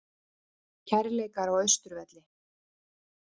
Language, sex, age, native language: Icelandic, female, 30-39, Icelandic